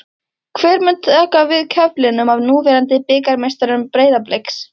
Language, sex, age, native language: Icelandic, female, 13, Icelandic